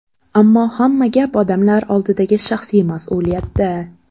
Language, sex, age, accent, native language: Uzbek, female, 18-24, Andijon, Uzbek